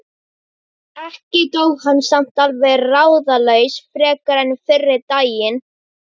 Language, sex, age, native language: Icelandic, female, 12, Icelandic